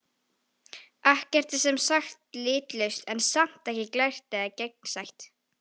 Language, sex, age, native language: Icelandic, female, 18-19, Icelandic